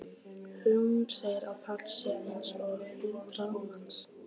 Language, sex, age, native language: Icelandic, female, 15, Icelandic